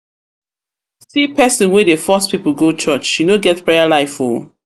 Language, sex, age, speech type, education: Nigerian Pidgin, female, 30-45, spontaneous, tertiary